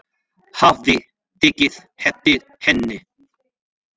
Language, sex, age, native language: Icelandic, male, 5, Spanish